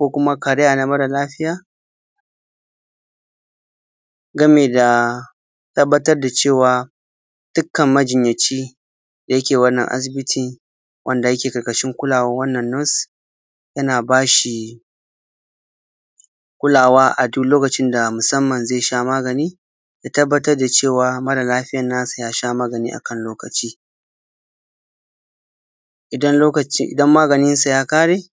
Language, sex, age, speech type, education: Hausa, male, 15-29, spontaneous, tertiary